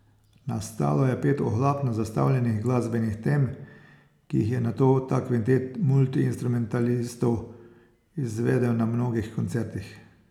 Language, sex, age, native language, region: Slovenian, male, 60+, Slovenian, Posavska region